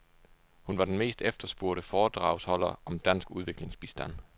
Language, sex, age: Danish, male, 29